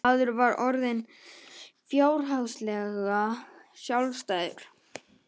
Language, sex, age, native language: Icelandic, male, 18-19, Icelandic